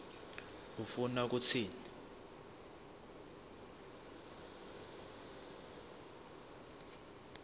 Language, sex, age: Swati, male, 19